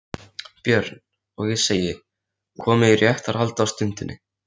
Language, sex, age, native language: Icelandic, male, 13, Icelandic